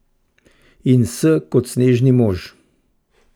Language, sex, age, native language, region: Slovenian, male, 50-59, Slovenian, Central Slovenia